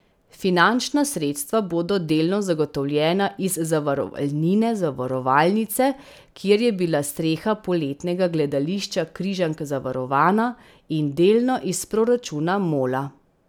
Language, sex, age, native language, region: Slovenian, female, 30-49, Slovenian, Central Slovenia